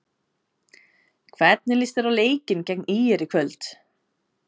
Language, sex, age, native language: Icelandic, female, 20-29, Icelandic